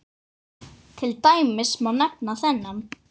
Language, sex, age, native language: Icelandic, female, 10, Icelandic